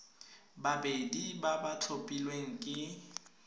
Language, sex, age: Tswana, female, 22